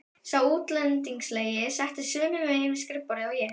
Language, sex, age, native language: Icelandic, female, 12, Icelandic